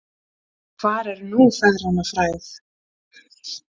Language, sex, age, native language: Icelandic, female, 20-29, Icelandic